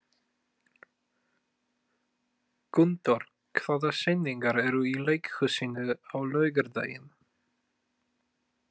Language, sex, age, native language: Icelandic, male, 20-29, Polish